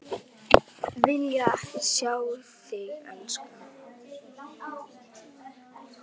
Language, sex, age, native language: Icelandic, female, 10, Icelandic